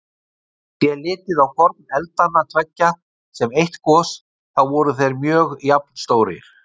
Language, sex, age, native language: Icelandic, male, 60-69, Icelandic